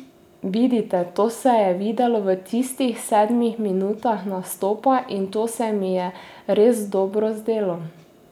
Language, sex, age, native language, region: Slovenian, female, 18-29, Slovenian, Drava region